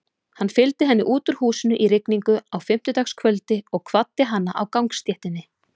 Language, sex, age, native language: Icelandic, female, 30-39, Icelandic